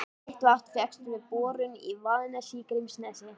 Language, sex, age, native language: Icelandic, female, 13, Icelandic